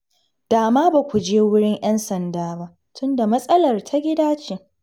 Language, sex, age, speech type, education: Hausa, female, 15-29, read, secondary